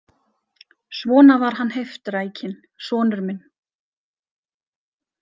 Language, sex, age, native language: Icelandic, female, 30-39, Icelandic